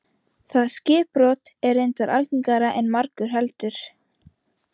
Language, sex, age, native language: Icelandic, female, 15, Icelandic